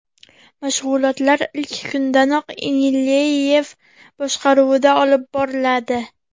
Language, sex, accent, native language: Uzbek, female, Farg'ona, Uzbek